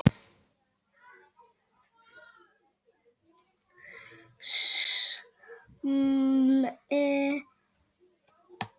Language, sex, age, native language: Icelandic, female, 7, Icelandic